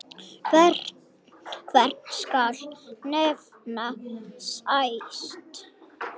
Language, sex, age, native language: Icelandic, male, 8, Icelandic